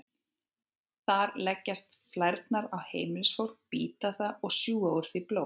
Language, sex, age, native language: Icelandic, female, 18-19, Icelandic